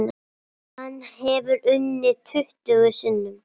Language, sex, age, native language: Icelandic, female, 9, Icelandic